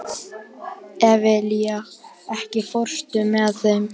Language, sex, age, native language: Icelandic, male, 12, Icelandic